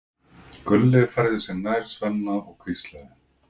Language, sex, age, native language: Icelandic, male, 40-49, Icelandic